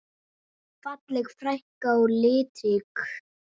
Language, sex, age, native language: Icelandic, female, 8, Icelandic